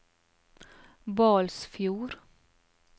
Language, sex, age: Norwegian, female, 44